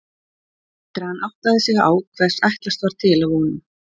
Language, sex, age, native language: Icelandic, female, 40-49, Icelandic